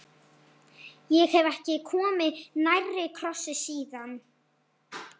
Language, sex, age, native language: Icelandic, male, 11, Icelandic